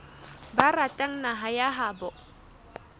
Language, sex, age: Southern Sotho, female, 20